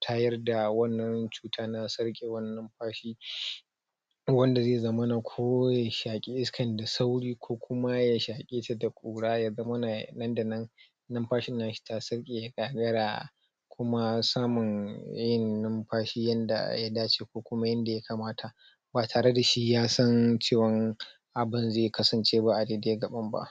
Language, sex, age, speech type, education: Hausa, male, 30-45, spontaneous, tertiary